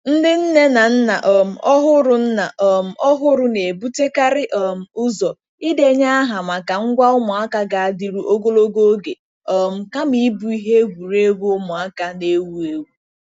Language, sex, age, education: Igbo, female, 15-29, tertiary